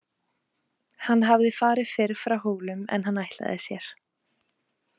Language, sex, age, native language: Icelandic, female, 20-29, Icelandic